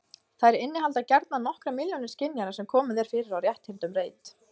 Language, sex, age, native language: Icelandic, female, 20-29, Icelandic